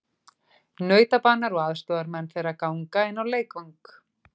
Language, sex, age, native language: Icelandic, female, 40-49, Icelandic